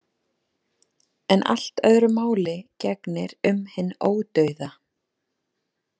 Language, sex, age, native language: Icelandic, female, 30-39, Icelandic